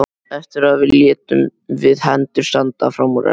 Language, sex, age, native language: Icelandic, male, 12, Icelandic